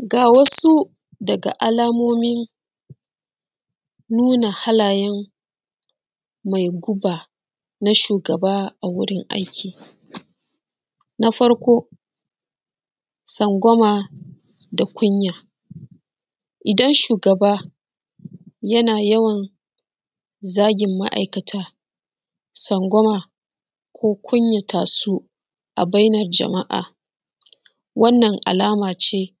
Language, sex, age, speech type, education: Hausa, female, 30-45, spontaneous, secondary